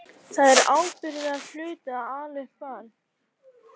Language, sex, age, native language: Icelandic, female, 11, Icelandic